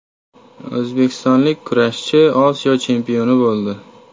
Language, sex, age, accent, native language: Uzbek, male, 18-24, Toshkent viloyati, Uzbek